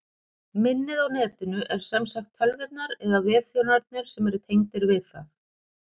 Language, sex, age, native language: Icelandic, female, 40-49, Icelandic